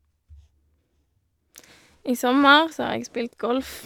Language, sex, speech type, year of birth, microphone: Norwegian, female, spontaneous, 1988, Shure